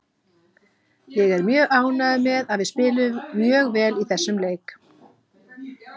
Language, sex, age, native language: Icelandic, female, 50-59, Icelandic